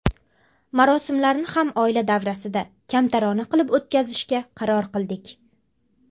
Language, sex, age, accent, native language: Uzbek, female, under 19, Farg'ona, Uzbek